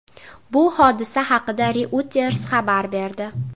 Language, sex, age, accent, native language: Uzbek, female, 18-24, Navoiy, Uzbek